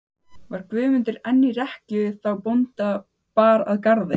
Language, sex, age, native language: Icelandic, female, 15, Icelandic